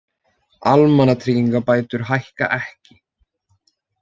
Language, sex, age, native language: Icelandic, male, 20-29, Icelandic